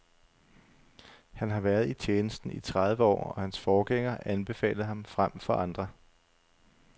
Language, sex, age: Danish, male, 35